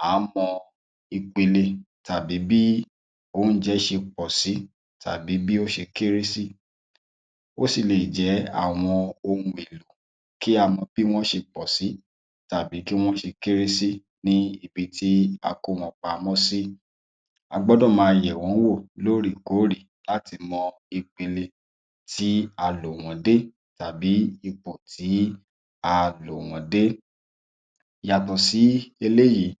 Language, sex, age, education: Yoruba, male, 30-45, tertiary